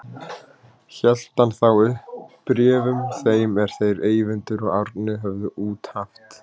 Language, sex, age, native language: Icelandic, male, 30-39, Icelandic